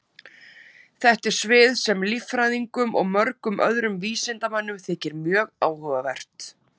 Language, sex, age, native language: Icelandic, female, 30-39, Icelandic